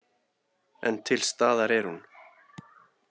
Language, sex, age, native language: Icelandic, male, 30-39, Icelandic